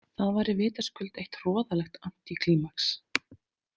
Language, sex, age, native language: Icelandic, female, 30-39, Icelandic